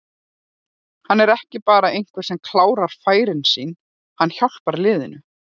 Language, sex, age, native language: Icelandic, female, 40-49, Icelandic